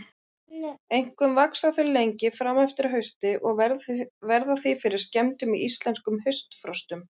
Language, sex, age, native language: Icelandic, female, 30-39, Icelandic